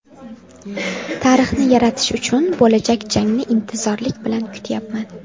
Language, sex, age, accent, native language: Uzbek, female, 18-24, Farg'ona, Uzbek